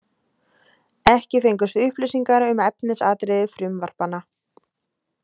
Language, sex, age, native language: Icelandic, female, 20-29, Icelandic